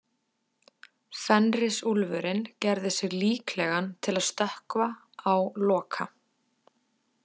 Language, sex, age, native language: Icelandic, female, 20-29, Icelandic